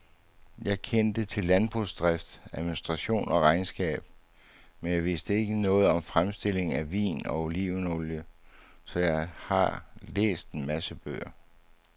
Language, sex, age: Danish, male, 59